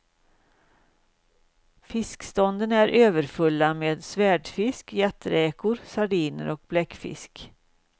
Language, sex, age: Swedish, female, 56